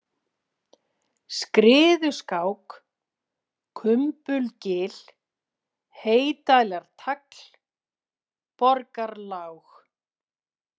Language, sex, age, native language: Icelandic, female, 40-49, Icelandic